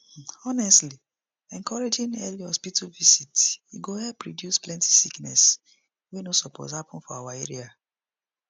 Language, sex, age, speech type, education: Nigerian Pidgin, female, 30-45, spontaneous, tertiary